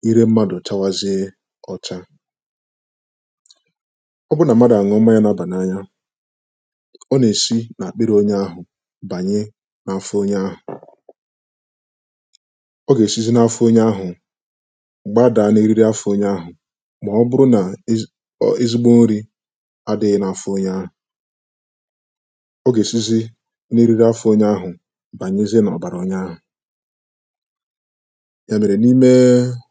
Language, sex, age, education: Igbo, male, 15-29, tertiary